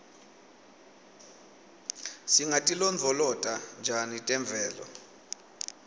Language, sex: Swati, male